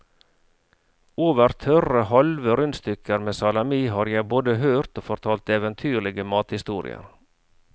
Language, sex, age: Norwegian, male, 49